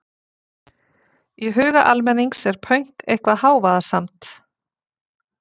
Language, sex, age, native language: Icelandic, female, 40-49, Icelandic